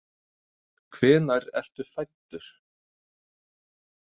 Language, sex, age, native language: Icelandic, male, 30-39, Danish